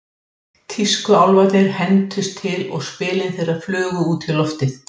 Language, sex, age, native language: Icelandic, female, 60-69, Icelandic